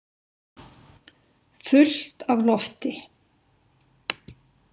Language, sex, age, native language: Icelandic, female, 60-69, Icelandic